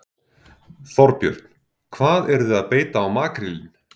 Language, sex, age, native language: Icelandic, male, 40-49, Icelandic